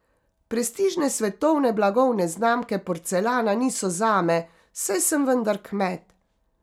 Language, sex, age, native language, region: Slovenian, female, 50-59, Slovenian, Carinthia region